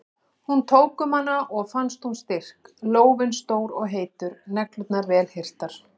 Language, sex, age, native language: Icelandic, female, 40-49, Icelandic